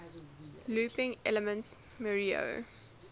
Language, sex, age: English, female, 19